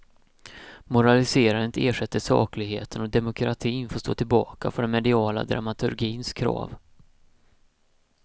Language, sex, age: Swedish, male, 31